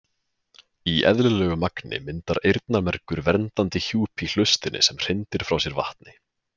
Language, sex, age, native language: Icelandic, male, 20-29, Icelandic